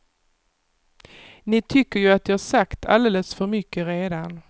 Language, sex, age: Swedish, female, 48